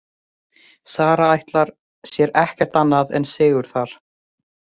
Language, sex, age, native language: Icelandic, female, 18-19, Icelandic